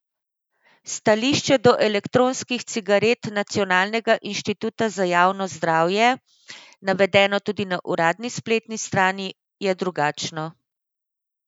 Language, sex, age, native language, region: Slovenian, female, 50-59, Slovenian, Central Slovenia